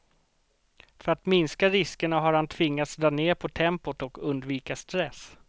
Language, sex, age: Swedish, male, 38